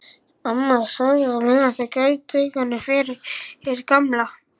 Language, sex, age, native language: Icelandic, male, 11, Icelandic